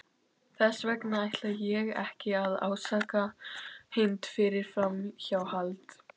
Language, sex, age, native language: Icelandic, female, 12, Icelandic